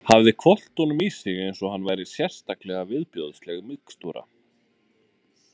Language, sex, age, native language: Icelandic, male, 20-29, Icelandic